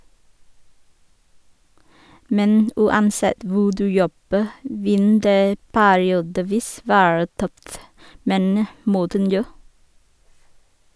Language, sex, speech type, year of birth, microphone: Norwegian, female, read, 1983, Sennheiser